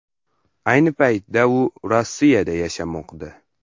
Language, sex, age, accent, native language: Uzbek, male, under 19, Farg'ona, Uzbek